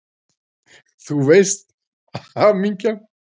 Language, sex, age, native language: Icelandic, female, 40-49, Icelandic